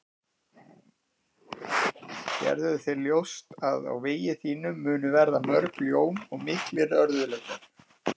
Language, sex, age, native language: Icelandic, male, 50-59, Icelandic